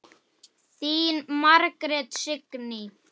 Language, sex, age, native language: Icelandic, male, 8, Icelandic